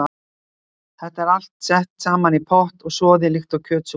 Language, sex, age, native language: Icelandic, female, 60-69, Icelandic